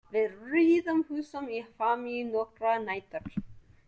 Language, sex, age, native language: Icelandic, female, 20-29, English